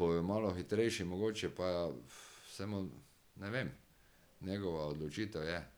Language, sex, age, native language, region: Slovenian, male, 60+, Slovenian, Drava region